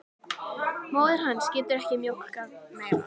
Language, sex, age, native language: Icelandic, female, 13, Icelandic